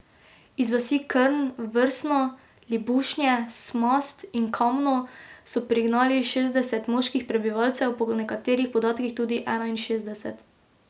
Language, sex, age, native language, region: Slovenian, female, 18-29, Slovenian, Drava region